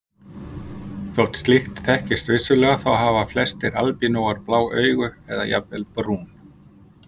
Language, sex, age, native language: Icelandic, male, 50-59, Icelandic